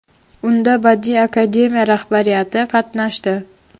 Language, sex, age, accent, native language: Uzbek, female, 12-17, Farg'ona, Uzbek